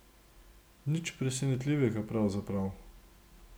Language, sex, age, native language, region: Slovenian, male, 60+, Slovenian, Gorenjska region